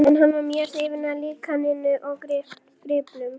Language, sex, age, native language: Icelandic, female, 11, Icelandic